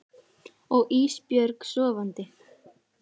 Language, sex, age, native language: Icelandic, female, 18-19, Icelandic